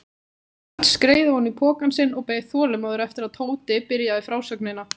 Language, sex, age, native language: Icelandic, female, 18-19, Icelandic